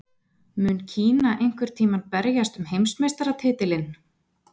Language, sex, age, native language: Icelandic, female, 20-29, Icelandic